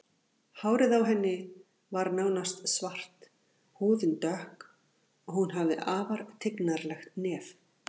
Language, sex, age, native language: Icelandic, female, 40-49, Icelandic